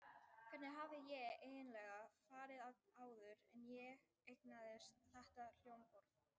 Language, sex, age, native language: Icelandic, female, 18-19, Icelandic